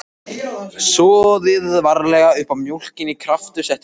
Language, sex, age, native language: Icelandic, male, 14, Icelandic